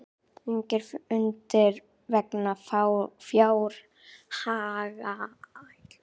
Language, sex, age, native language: Icelandic, female, 18-19, Icelandic